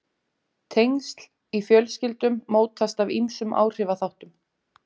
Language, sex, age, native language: Icelandic, female, 40-49, Icelandic